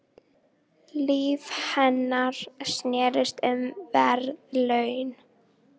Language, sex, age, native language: Icelandic, female, 18-19, Icelandic